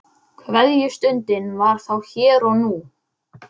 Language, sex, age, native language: Icelandic, male, 11, Icelandic